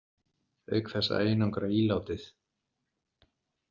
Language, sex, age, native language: Icelandic, male, 60-69, Icelandic